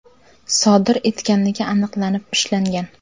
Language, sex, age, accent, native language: Uzbek, female, 18-24, Samarqand, Uzbek